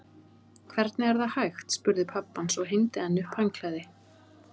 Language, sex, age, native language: Icelandic, female, 30-39, Icelandic